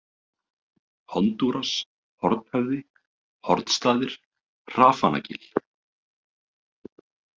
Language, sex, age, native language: Icelandic, male, 30-39, Icelandic